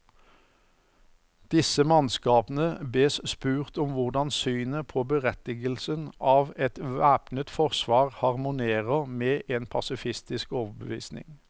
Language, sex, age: Norwegian, male, 54